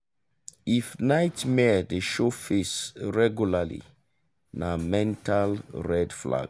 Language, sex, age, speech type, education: Nigerian Pidgin, male, 30-45, spontaneous, tertiary